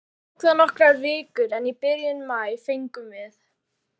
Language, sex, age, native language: Icelandic, female, 12, Icelandic